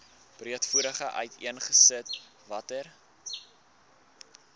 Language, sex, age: Afrikaans, male, 19